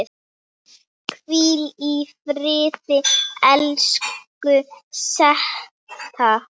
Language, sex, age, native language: Icelandic, female, 8, Icelandic